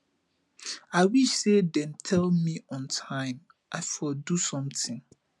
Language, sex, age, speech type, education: Nigerian Pidgin, male, 15-29, spontaneous, tertiary